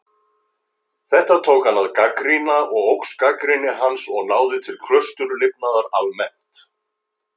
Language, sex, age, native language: Icelandic, male, 50-59, Icelandic